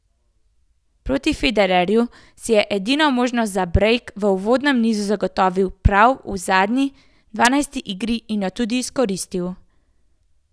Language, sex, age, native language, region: Slovenian, female, 18-29, Slovenian, Central Slovenia